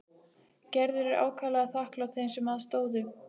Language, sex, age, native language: Icelandic, female, 15, Icelandic